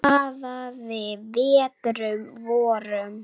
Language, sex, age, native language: Icelandic, female, 9, Icelandic